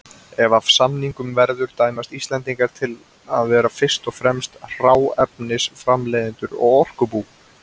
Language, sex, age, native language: Icelandic, male, 20-29, Icelandic